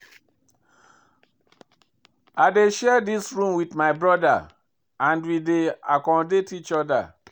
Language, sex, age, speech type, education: Nigerian Pidgin, male, 46-60, read, tertiary